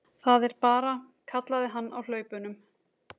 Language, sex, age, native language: Icelandic, female, 30-39, Icelandic